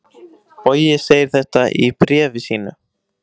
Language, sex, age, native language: Icelandic, male, 18-19, Icelandic